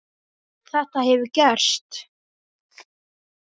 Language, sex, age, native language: Icelandic, male, 10, Icelandic